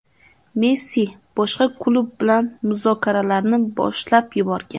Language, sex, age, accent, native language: Uzbek, female, 19-29, Namangan, Uzbek